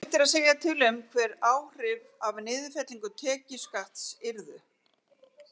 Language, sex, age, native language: Icelandic, female, 60-69, Icelandic